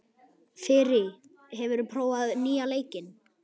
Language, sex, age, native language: Icelandic, male, 11, Icelandic